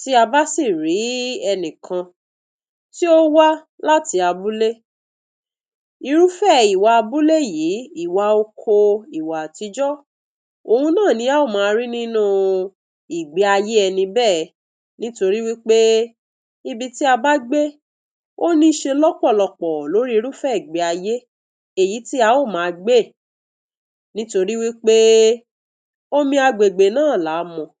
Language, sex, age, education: Yoruba, male, 30-45, tertiary